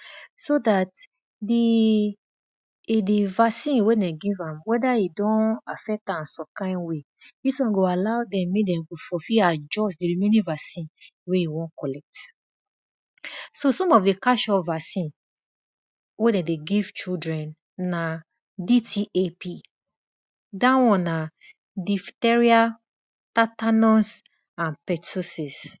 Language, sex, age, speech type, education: Nigerian Pidgin, female, 30-45, spontaneous, tertiary